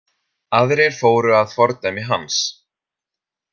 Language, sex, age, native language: Icelandic, male, 30-39, Icelandic